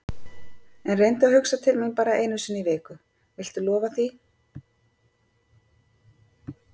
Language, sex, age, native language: Icelandic, female, 50-59, Icelandic